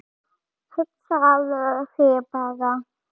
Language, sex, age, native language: Icelandic, female, 10, German